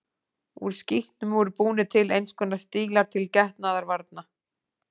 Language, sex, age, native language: Icelandic, female, 40-49, Icelandic